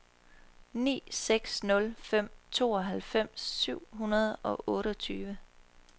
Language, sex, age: Danish, female, 23